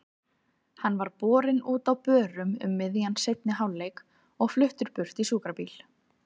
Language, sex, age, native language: Icelandic, female, 30-39, Icelandic